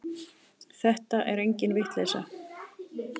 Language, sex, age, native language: Icelandic, female, 40-49, Icelandic